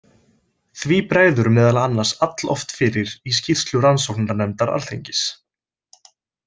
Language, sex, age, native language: Icelandic, male, 20-29, Icelandic